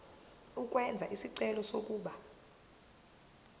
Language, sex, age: Zulu, female, 22